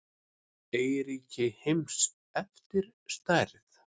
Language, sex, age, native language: Icelandic, male, 6, Icelandic